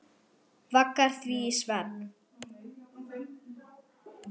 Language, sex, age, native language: Icelandic, female, 8, German